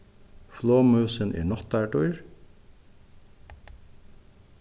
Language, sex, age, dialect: Faroese, male, 36-60, Suðuroy